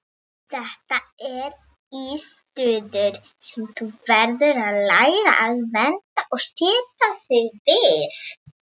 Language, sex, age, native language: Icelandic, female, 18-19, Icelandic